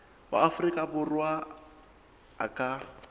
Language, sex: Southern Sotho, male